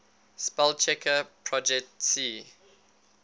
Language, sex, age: English, male, 19